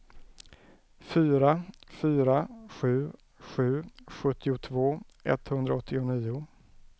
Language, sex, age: Swedish, male, 34